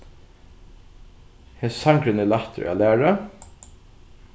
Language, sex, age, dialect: Faroese, male, 15-35, Norðuroyggjar